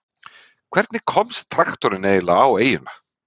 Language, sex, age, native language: Icelandic, male, 30-39, Icelandic